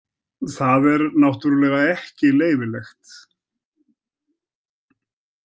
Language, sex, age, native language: Icelandic, male, 70-79, Icelandic